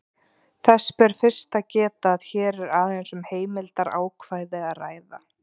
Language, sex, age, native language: Icelandic, female, 30-39, Icelandic